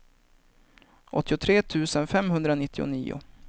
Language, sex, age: Swedish, male, 23